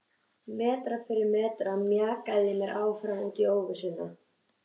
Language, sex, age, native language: Icelandic, female, 13, Icelandic